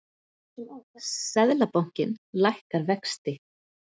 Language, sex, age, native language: Icelandic, female, 40-49, Icelandic